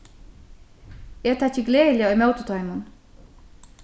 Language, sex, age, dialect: Faroese, female, 36-60, Norðurstreymoy/Eysturoy